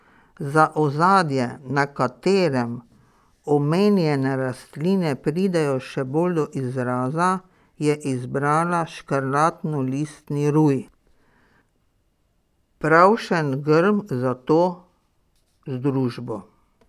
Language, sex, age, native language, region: Slovenian, female, 60+, Slovenian, Pomurje region